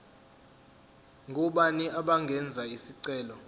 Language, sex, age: Zulu, male, 20